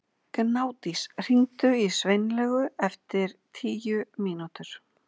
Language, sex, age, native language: Icelandic, female, 40-49, Icelandic